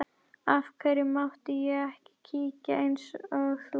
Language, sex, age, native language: Icelandic, female, 11, Icelandic